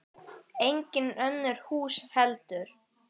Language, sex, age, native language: Icelandic, male, 10, Icelandic